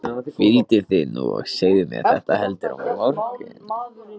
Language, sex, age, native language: Icelandic, male, 14, Icelandic